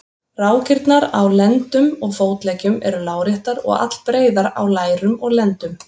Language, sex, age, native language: Icelandic, female, 30-39, Icelandic